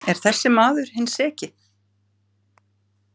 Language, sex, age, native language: Icelandic, female, 50-59, Icelandic